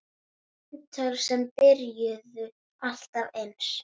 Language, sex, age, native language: Icelandic, female, 10, Icelandic